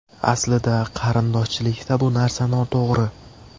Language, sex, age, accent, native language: Uzbek, male, 18-24, Farg'ona, Uzbek